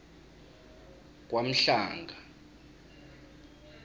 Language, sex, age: South Ndebele, male, 23